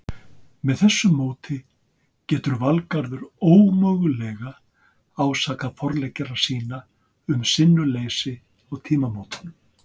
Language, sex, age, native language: Icelandic, male, 60-69, Icelandic